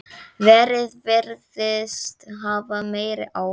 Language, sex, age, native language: Icelandic, male, 10, Icelandic